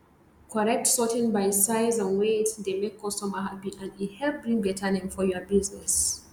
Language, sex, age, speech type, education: Nigerian Pidgin, female, 30-45, spontaneous, tertiary